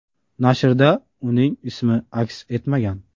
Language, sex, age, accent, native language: Uzbek, male, 18-24, Qashqadaryo, Uzbek